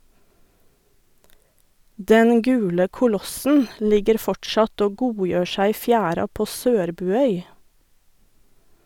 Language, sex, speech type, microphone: Norwegian, female, read, Sennheiser